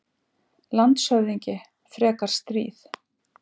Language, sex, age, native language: Icelandic, female, 60-69, Icelandic